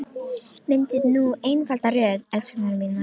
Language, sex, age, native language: Icelandic, female, 18-19, Romanian